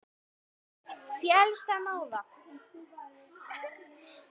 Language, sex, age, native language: Icelandic, female, 10, Icelandic